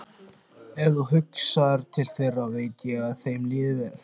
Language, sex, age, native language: Icelandic, male, 16, Icelandic